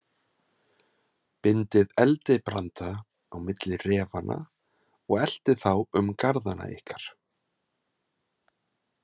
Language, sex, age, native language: Icelandic, male, 40-49, Icelandic